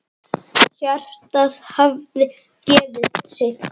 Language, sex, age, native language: Icelandic, male, 9, Icelandic